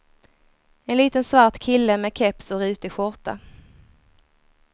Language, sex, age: Swedish, female, 23